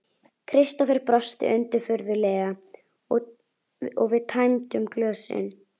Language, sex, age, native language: Icelandic, female, 11, Icelandic